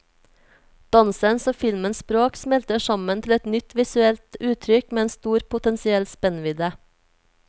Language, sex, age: Norwegian, female, 24